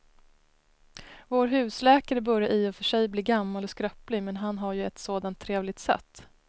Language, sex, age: Swedish, female, 33